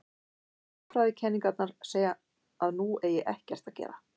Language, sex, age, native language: Icelandic, female, 50-59, Icelandic